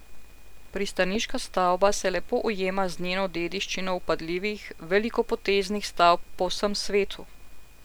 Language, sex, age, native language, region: Slovenian, female, 50-59, Slovenian, Central Slovenia